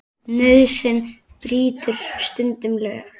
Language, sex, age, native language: Icelandic, female, 10, Icelandic